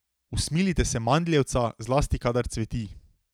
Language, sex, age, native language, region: Slovenian, male, 18-29, Slovenian, Drava region